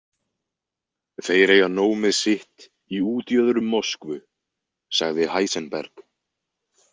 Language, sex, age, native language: Icelandic, male, 20-29, Icelandic